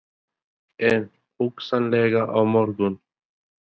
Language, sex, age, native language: Icelandic, male, 20-29, Albanian